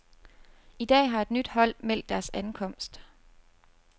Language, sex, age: Danish, female, 29